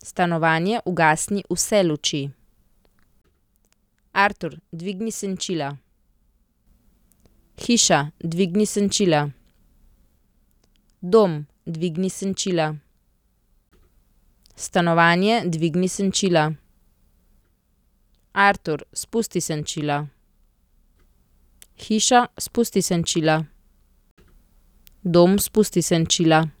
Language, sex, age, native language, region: Slovenian, female, 30-49, Slovenian, Central Slovenia